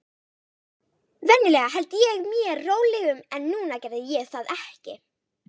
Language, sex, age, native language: Icelandic, female, 18-19, Icelandic